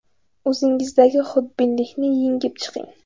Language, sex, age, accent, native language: Uzbek, female, under 19, Navoiy, Uzbek